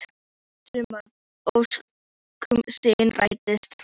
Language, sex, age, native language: Icelandic, female, 11, Icelandic